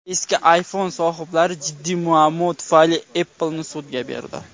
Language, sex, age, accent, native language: Uzbek, male, 18-24, Andijon, Uzbek